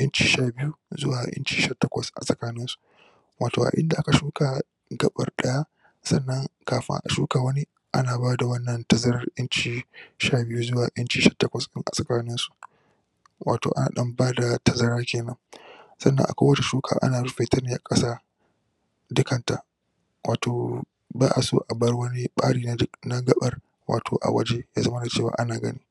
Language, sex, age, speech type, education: Hausa, male, 15-29, spontaneous, tertiary